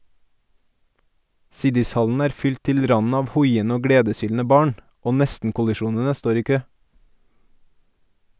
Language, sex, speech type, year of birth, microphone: Norwegian, male, read, 1989, Sennheiser